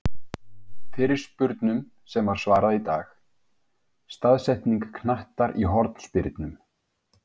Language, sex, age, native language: Icelandic, male, 50-59, Icelandic